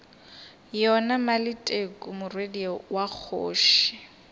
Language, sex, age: Northern Sotho, female, 22